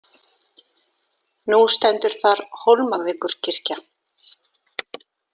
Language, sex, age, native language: Icelandic, female, 40-49, Icelandic